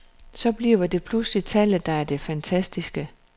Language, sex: Danish, female